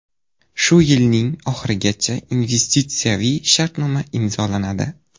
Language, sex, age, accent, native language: Uzbek, male, 18-24, Surxondaryo, Uzbek